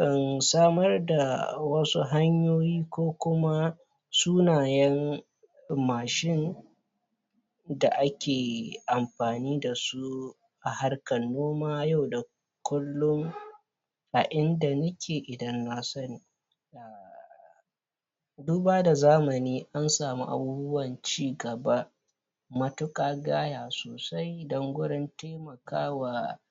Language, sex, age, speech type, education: Hausa, male, 15-29, spontaneous, primary